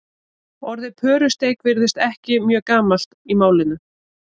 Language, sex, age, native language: Icelandic, female, 30-39, Icelandic